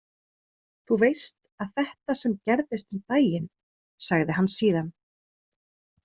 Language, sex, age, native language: Icelandic, female, 30-39, Icelandic